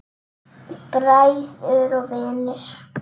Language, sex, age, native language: Icelandic, female, 8, Icelandic